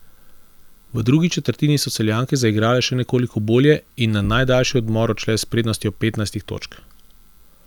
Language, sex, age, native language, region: Slovenian, male, 30-49, Slovenian, Central Slovenia